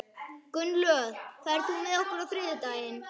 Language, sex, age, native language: Icelandic, male, 11, Icelandic